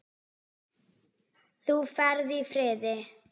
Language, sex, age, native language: Icelandic, female, 10, Icelandic